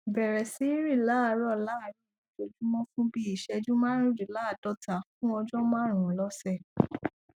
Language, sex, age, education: Yoruba, female, 15-29, tertiary